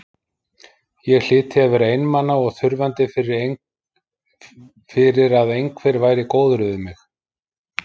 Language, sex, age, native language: Icelandic, male, 50-59, Icelandic